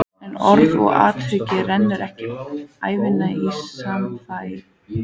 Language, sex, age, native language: Icelandic, female, 14, Icelandic